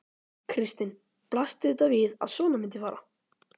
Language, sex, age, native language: Icelandic, male, 12, Icelandic